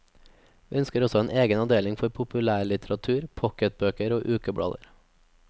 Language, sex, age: Norwegian, male, 24